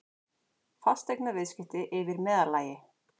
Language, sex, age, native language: Icelandic, female, 40-49, Icelandic